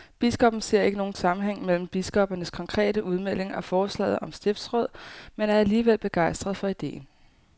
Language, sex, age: Danish, female, 18